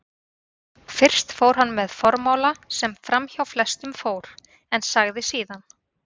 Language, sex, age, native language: Icelandic, female, 30-39, Icelandic